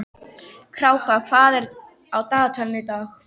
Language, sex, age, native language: Icelandic, female, 13, Icelandic